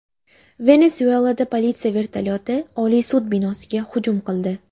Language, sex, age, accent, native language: Uzbek, female, under 19, Jizzax, Uzbek